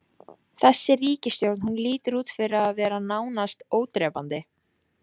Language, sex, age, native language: Icelandic, female, 14, Icelandic